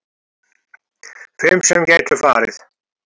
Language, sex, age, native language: Icelandic, male, 70-79, Icelandic